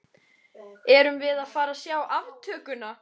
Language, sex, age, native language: Icelandic, female, 13, Icelandic